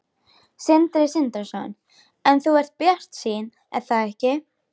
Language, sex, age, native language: Icelandic, female, 13, Icelandic